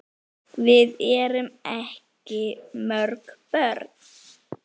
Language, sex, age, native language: Icelandic, female, 9, Icelandic